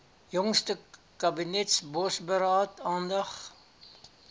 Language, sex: Afrikaans, male